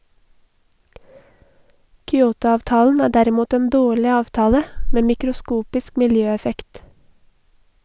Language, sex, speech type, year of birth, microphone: Norwegian, female, read, 1982, Sennheiser